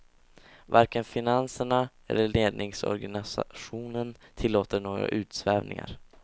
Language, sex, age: Swedish, male, 16